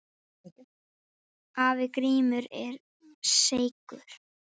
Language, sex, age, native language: Icelandic, female, 9, Icelandic